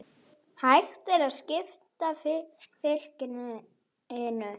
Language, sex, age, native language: Icelandic, female, 8, Icelandic